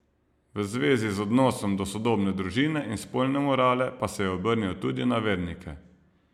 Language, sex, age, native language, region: Slovenian, male, 30-49, Slovenian, Savinja region